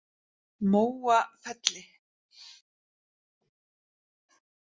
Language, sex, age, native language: Icelandic, female, 50-59, Icelandic